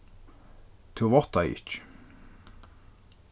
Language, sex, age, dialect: Faroese, male, 36-60, Norðurstreymoy/Eysturoy